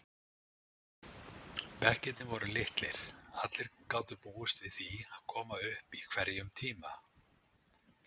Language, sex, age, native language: Icelandic, male, 60-69, Icelandic